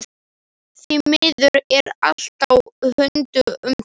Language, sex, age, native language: Icelandic, male, 11, Slovak